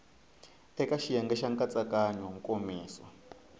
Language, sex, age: Tsonga, male, 22